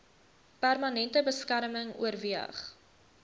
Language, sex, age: Afrikaans, female, 22